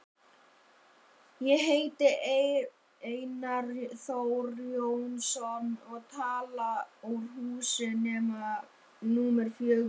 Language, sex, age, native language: Icelandic, female, 50-59, Icelandic